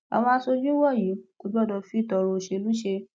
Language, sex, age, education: Yoruba, female, 15-29, tertiary